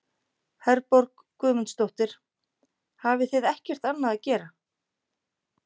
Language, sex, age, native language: Icelandic, female, 50-59, Icelandic